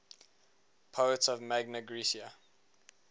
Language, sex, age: English, male, 19